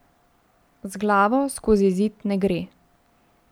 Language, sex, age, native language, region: Slovenian, female, 18-29, Slovenian, Central Slovenia